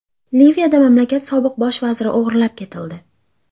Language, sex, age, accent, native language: Uzbek, female, 18-24, Andijon, Uzbek